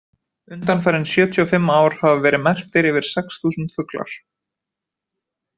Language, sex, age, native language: Icelandic, male, 20-29, Icelandic